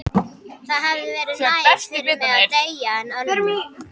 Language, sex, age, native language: Icelandic, female, 11, Icelandic